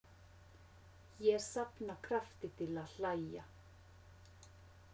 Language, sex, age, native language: Icelandic, female, 50-59, Finnish